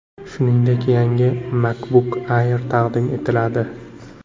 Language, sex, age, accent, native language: Uzbek, male, 18-24, Jizzax, Uzbek